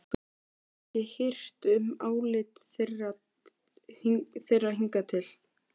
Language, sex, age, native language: Icelandic, male, 13, Icelandic